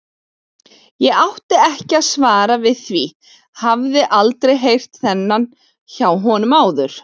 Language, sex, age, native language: Icelandic, female, 40-49, Icelandic